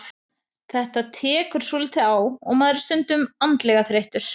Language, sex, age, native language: Icelandic, female, 30-39, Icelandic